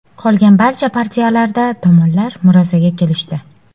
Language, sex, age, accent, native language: Uzbek, female, 18-24, Sirdaryo, Uzbek